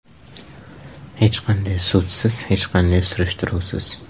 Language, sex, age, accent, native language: Uzbek, male, 18-24, Qashqadaryo, Uzbek